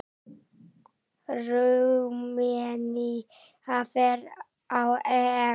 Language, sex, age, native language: Icelandic, male, 9, Icelandic